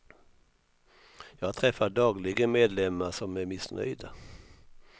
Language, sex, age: Swedish, male, 64